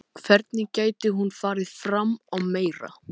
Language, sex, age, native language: Icelandic, male, 12, Icelandic